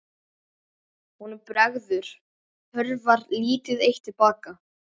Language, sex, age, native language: Icelandic, male, 11, Icelandic